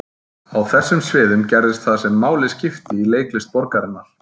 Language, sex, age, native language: Icelandic, male, 30-39, Icelandic